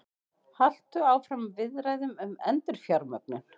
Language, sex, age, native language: Icelandic, female, 20-29, Icelandic